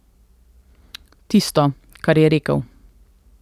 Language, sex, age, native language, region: Slovenian, female, 18-29, Slovenian, Central Slovenia